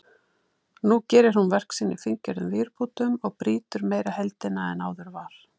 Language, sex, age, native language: Icelandic, female, 50-59, Icelandic